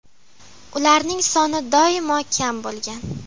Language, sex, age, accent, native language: Uzbek, female, 12-17, Farg'ona, Uzbek